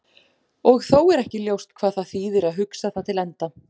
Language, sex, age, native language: Icelandic, female, 40-49, Icelandic